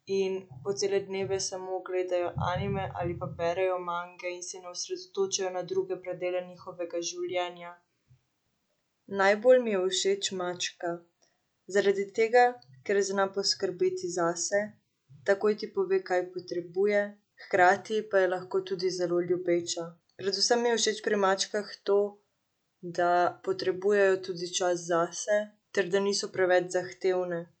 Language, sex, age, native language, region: Slovenian, female, 18-29, Slovenian, Central Slovenia